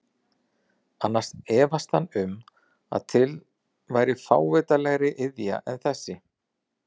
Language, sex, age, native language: Icelandic, male, 40-49, Icelandic